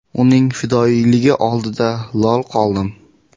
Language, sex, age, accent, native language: Uzbek, male, 18-24, Andijon, Uzbek